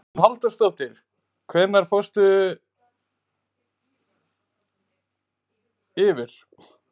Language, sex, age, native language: Icelandic, male, 30-39, Icelandic